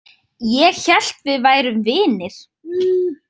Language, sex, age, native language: Icelandic, female, 30-39, Icelandic